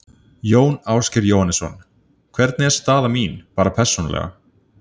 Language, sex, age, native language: Icelandic, male, 30-39, Icelandic